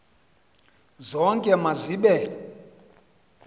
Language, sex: Xhosa, male